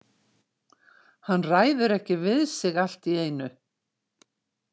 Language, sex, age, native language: Icelandic, female, 60-69, Icelandic